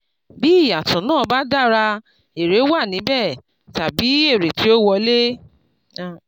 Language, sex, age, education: Yoruba, female, 30-45, tertiary